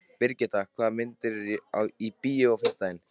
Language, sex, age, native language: Icelandic, male, 13, Icelandic